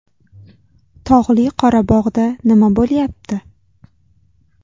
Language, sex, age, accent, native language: Uzbek, female, 19-29, Toshkent shahri, Uzbek